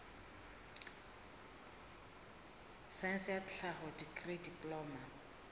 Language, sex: Southern Sotho, female